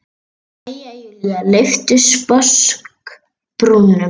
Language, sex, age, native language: Icelandic, female, 8, Icelandic